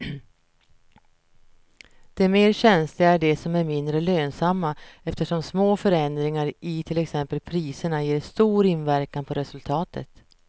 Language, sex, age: Swedish, female, 48